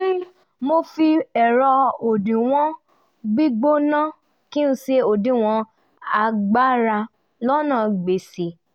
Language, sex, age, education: Yoruba, female, 15-29, tertiary